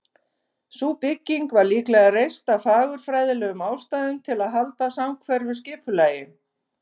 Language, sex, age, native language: Icelandic, female, 50-59, Icelandic